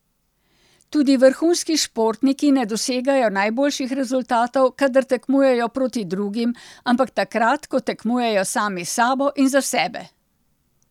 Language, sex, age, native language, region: Slovenian, female, 60+, Slovenian, Central Slovenia